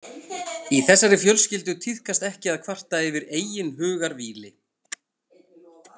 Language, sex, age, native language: Icelandic, male, 40-49, Icelandic